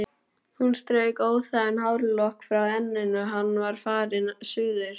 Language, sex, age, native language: Icelandic, male, 12, Icelandic